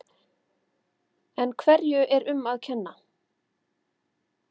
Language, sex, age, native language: Icelandic, female, 30-39, Icelandic